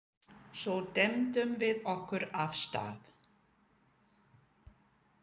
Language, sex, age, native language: Icelandic, female, 50-59, English